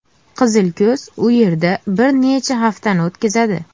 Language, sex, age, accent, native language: Uzbek, female, 19-29, Farg'ona, Uzbek